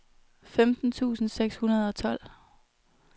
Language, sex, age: Danish, female, 21